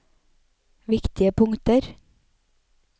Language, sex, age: Norwegian, female, 28